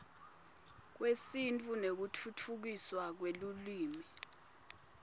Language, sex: Swati, female